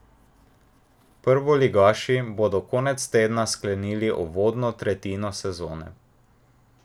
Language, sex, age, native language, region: Slovenian, male, 18-29, Slovenian, Drava region